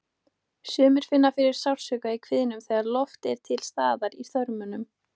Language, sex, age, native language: Icelandic, female, 18-19, Icelandic